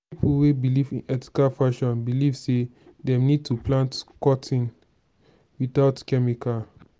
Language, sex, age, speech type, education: Nigerian Pidgin, male, 15-29, spontaneous, tertiary